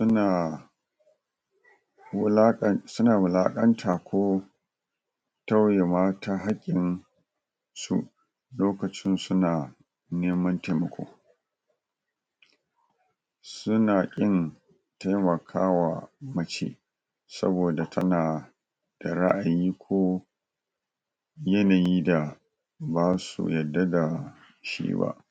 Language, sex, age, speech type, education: Hausa, male, 46-60, spontaneous, tertiary